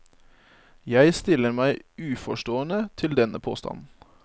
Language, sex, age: Norwegian, male, 25